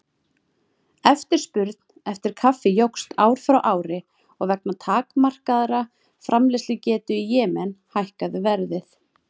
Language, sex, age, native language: Icelandic, female, 30-39, Icelandic